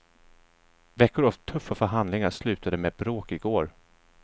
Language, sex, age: Swedish, male, 34